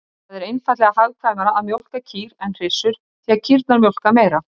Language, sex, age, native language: Icelandic, male, 30-39, Icelandic